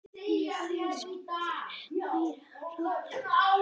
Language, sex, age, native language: Icelandic, female, 11, Icelandic